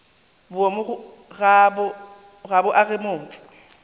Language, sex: Northern Sotho, female